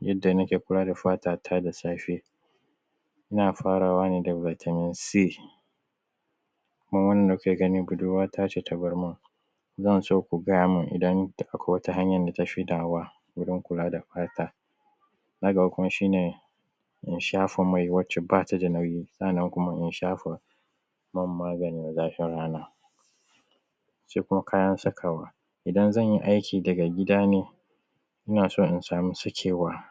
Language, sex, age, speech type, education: Hausa, male, 30-45, spontaneous, primary